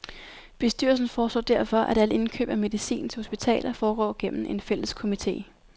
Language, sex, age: Danish, female, 19